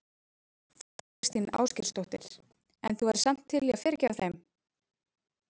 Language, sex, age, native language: Icelandic, female, 30-39, Icelandic